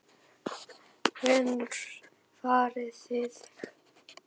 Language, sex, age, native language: Icelandic, male, 9, Icelandic